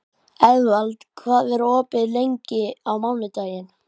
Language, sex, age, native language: Icelandic, male, 12, Icelandic